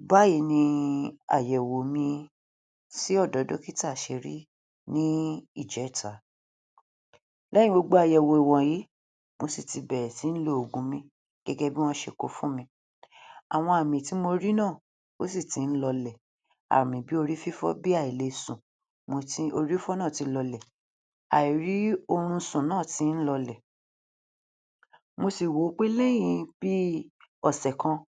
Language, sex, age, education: Yoruba, female, 30-45, tertiary